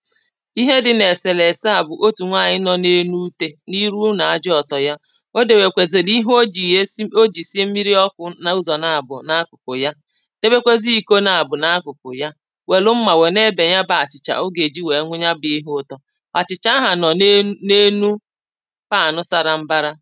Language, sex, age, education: Igbo, female, 30-45, primary